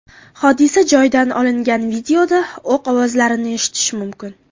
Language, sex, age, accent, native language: Uzbek, female, 18-24, Farg'ona, Uzbek